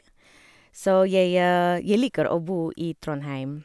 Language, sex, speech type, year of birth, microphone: Norwegian, female, spontaneous, 1978, Sennheiser